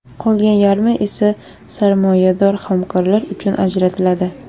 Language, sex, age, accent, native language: Uzbek, female, 18-24, Surxondaryo, Uzbek